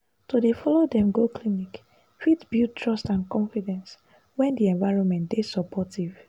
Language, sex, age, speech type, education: Nigerian Pidgin, female, 15-29, spontaneous, tertiary